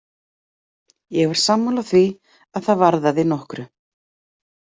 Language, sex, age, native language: Icelandic, female, 40-49, Icelandic